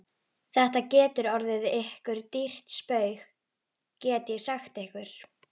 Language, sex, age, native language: Icelandic, female, 11, Icelandic